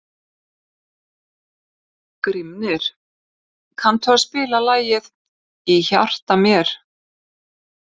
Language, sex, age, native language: Icelandic, female, 50-59, Icelandic